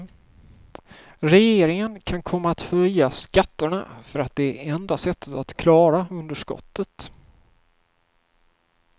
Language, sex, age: Swedish, male, 31